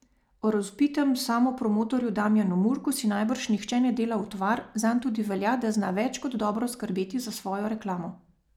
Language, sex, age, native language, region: Slovenian, female, 30-49, Slovenian, Savinja region